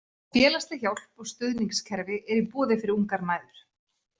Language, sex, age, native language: Icelandic, female, 30-39, Icelandic